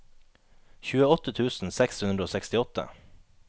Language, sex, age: Norwegian, male, 21